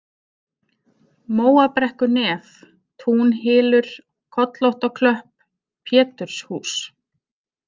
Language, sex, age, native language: Icelandic, female, 30-39, Icelandic